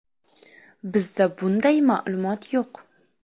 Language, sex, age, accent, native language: Uzbek, female, 12-17, Samarqand, Uzbek